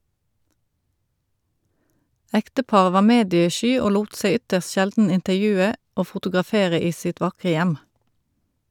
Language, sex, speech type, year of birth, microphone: Norwegian, female, read, 1972, Shure